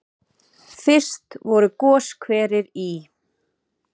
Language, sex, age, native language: Icelandic, female, 30-39, Icelandic